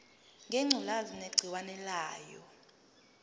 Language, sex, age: Zulu, female, 22